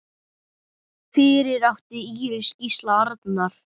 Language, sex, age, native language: Icelandic, male, 9, Icelandic